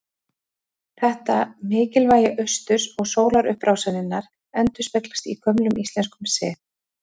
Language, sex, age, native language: Icelandic, female, 40-49, Icelandic